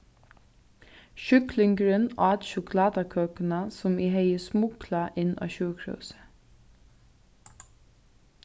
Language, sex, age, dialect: Faroese, female, 15-35, Suðurstreymoy